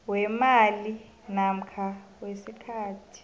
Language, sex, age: South Ndebele, female, 25